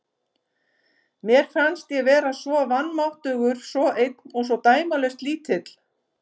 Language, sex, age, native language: Icelandic, female, 50-59, Icelandic